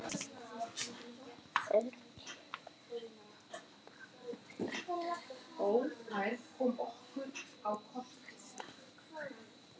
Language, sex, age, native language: Icelandic, female, 6, Icelandic